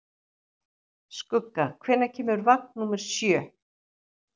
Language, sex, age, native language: Icelandic, female, 60-69, Icelandic